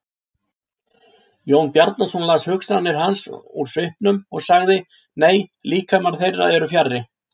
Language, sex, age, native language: Icelandic, male, 60-69, Icelandic